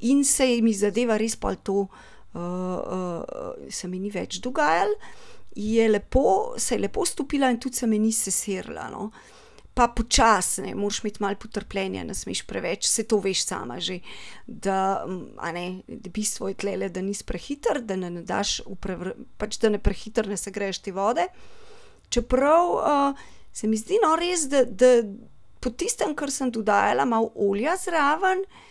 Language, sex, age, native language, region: Slovenian, female, 30-49, Slovenian, Central Slovenia